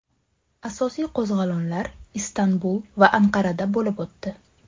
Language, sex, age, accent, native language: Uzbek, female, 25-34, Surxondaryo, Uzbek